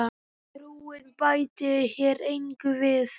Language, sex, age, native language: Icelandic, male, 10, Icelandic